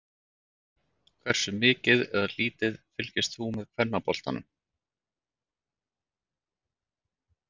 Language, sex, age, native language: Icelandic, male, 40-49, Icelandic